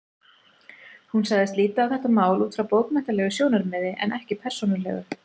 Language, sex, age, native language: Icelandic, female, 40-49, Icelandic